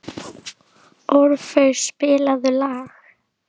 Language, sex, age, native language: Icelandic, female, 11, Icelandic